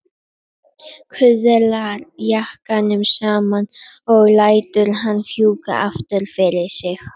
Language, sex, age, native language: Icelandic, female, 11, Icelandic